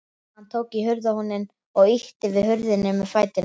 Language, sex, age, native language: Icelandic, male, 12, Icelandic